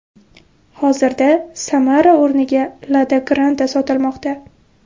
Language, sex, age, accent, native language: Uzbek, female, 18-24, Buxoro, Uzbek